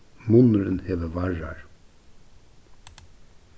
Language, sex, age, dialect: Faroese, male, 36-60, Suðurstreymoy